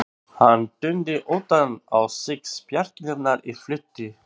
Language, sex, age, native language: Icelandic, male, 40-49, Albanian